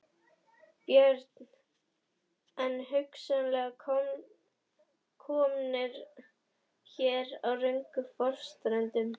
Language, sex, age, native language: Icelandic, female, 11, Icelandic